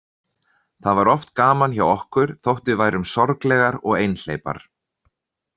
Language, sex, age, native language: Icelandic, male, 30-39, Icelandic